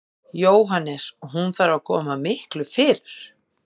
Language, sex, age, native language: Icelandic, female, 50-59, Icelandic